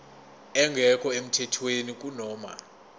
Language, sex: Zulu, male